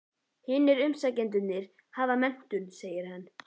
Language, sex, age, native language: Icelandic, male, 11, Icelandic